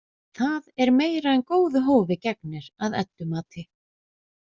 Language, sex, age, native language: Icelandic, female, 20-29, Icelandic